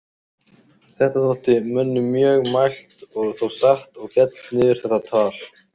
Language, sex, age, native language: Icelandic, male, 18-19, Icelandic